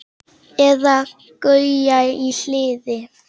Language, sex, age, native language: Icelandic, male, 9, Icelandic